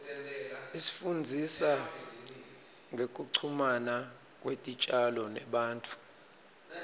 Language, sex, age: Swati, male, 26